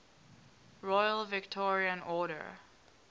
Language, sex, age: English, female, 19